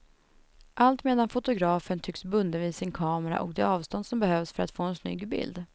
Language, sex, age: Swedish, female, 21